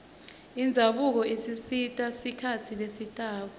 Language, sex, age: Swati, female, 21